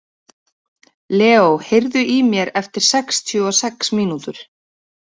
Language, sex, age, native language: Icelandic, female, 30-39, Icelandic